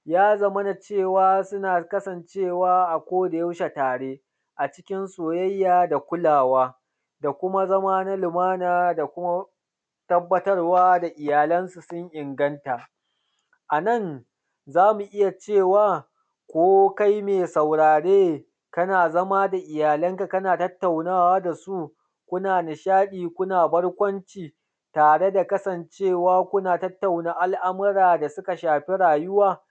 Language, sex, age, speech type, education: Hausa, male, 30-45, spontaneous, tertiary